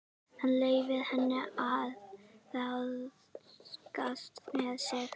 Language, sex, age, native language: Icelandic, female, 11, Icelandic